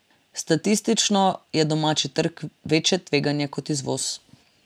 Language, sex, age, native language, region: Slovenian, female, 18-29, Slovenian, Drava region